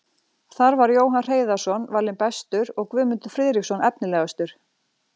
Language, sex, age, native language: Icelandic, female, 40-49, Icelandic